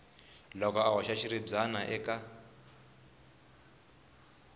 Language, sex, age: Tsonga, male, 20